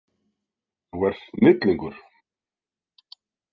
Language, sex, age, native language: Icelandic, male, 60-69, Icelandic